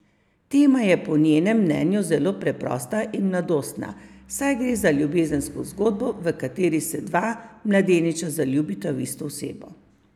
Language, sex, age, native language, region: Slovenian, female, 50-59, Slovenian, Savinja region